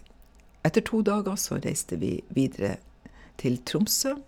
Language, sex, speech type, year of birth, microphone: Norwegian, female, spontaneous, 1956, Shure